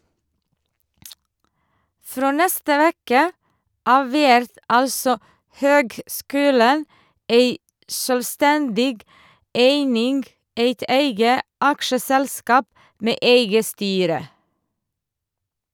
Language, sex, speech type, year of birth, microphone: Norwegian, female, read, 1978, Shure